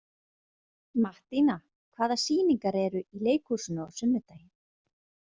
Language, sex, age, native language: Icelandic, female, 40-49, Icelandic